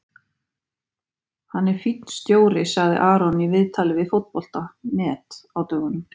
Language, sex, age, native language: Icelandic, female, 50-59, Icelandic